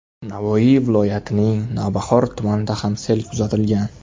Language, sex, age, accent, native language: Uzbek, male, under 19, Toshkent shahri, Uzbek